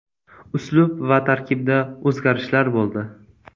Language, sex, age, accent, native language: Uzbek, male, 18-24, Toshkent viloyati, Uzbek